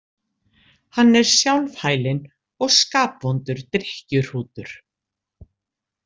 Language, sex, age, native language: Icelandic, female, 60-69, Icelandic